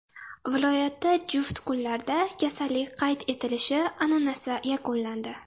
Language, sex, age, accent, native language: Uzbek, female, under 19, Toshkent shahri, Uzbek